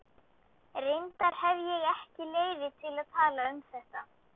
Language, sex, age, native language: Icelandic, female, 12, Icelandic